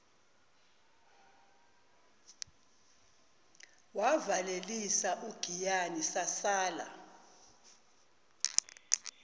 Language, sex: Zulu, female